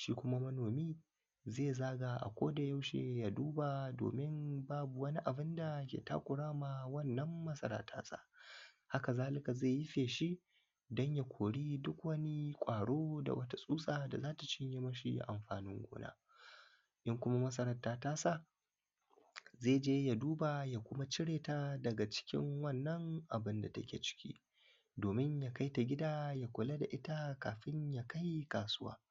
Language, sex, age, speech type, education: Hausa, male, 15-29, spontaneous, primary